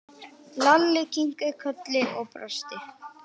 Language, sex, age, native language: Icelandic, male, 9, Icelandic